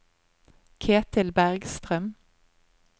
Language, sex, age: Norwegian, female, 25